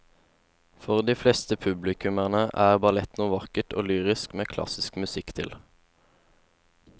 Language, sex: Norwegian, male